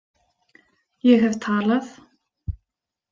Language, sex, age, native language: Icelandic, female, 30-39, Icelandic